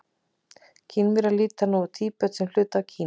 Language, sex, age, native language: Icelandic, female, 40-49, Icelandic